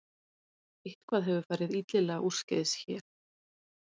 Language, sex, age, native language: Icelandic, female, 30-39, Icelandic